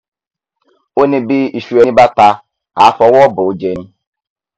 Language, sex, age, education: Yoruba, female, 15-29, tertiary